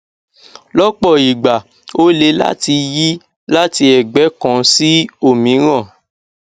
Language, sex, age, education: Yoruba, male, 15-29, tertiary